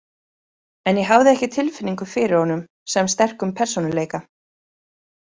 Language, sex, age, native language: Icelandic, female, 30-39, Icelandic